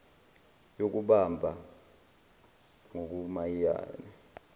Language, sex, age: Zulu, male, 20